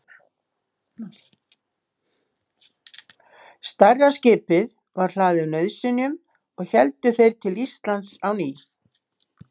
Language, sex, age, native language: Icelandic, female, 70-79, Icelandic